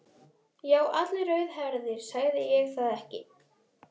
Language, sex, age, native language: Icelandic, female, 11, Icelandic